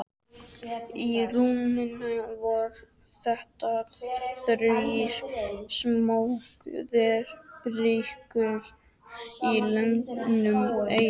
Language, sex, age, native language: Icelandic, male, 12, Icelandic